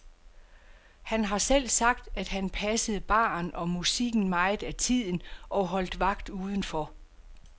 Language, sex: Danish, female